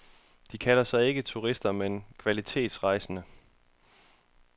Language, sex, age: Danish, male, 31